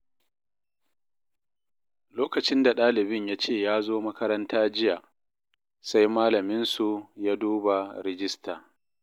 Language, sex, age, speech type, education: Hausa, male, 30-45, read, tertiary